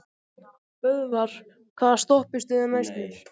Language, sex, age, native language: Icelandic, male, 14, Icelandic